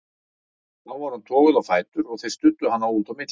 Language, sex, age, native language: Icelandic, male, 40-49, Icelandic